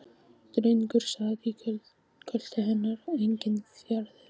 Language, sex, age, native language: Icelandic, female, 15, Icelandic